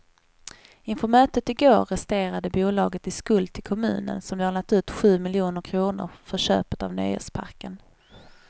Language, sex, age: Swedish, female, 21